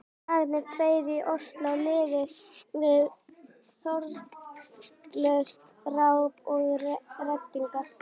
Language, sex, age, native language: Icelandic, female, 11, Icelandic